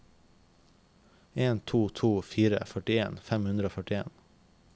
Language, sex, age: Norwegian, male, 21